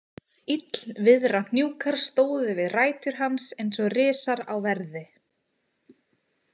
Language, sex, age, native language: Icelandic, female, 20-29, Icelandic